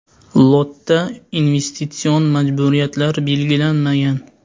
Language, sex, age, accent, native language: Uzbek, male, 18-24, Sirdaryo, Uzbek